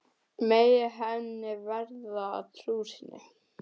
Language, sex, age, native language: Icelandic, male, 18-19, English